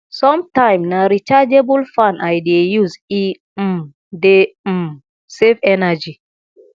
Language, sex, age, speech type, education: Nigerian Pidgin, female, 30-45, spontaneous, tertiary